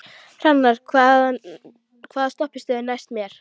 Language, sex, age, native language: Icelandic, female, 12, Icelandic